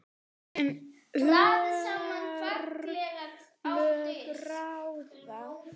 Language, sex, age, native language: Icelandic, female, 8, Icelandic